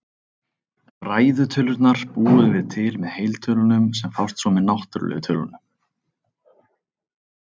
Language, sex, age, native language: Icelandic, male, 30-39, Icelandic